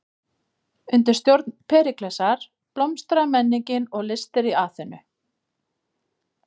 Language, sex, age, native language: Icelandic, female, 30-39, Icelandic